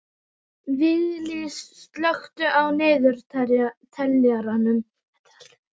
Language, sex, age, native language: Icelandic, male, 12, Icelandic